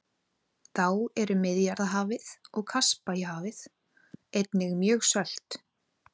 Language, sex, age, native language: Icelandic, female, 30-39, Icelandic